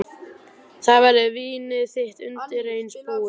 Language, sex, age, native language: Icelandic, male, 12, Icelandic